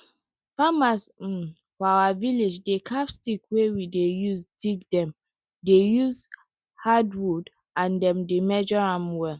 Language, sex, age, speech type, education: Nigerian Pidgin, female, 30-45, spontaneous, tertiary